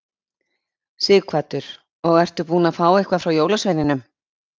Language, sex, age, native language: Icelandic, female, 50-59, Icelandic